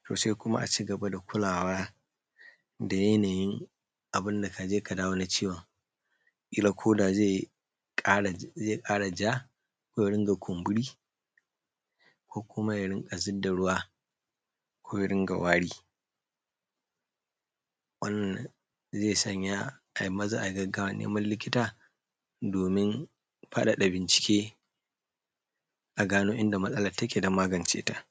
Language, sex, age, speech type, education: Hausa, male, 30-45, spontaneous, secondary